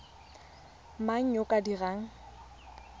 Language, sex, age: Tswana, female, 20